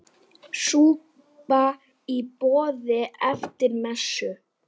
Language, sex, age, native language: Icelandic, female, 9, Icelandic